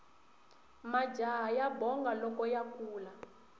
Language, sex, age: Tsonga, female, 20